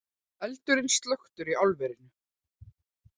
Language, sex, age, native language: Icelandic, female, 40-49, Icelandic